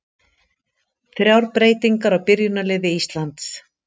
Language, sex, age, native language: Icelandic, female, 50-59, Icelandic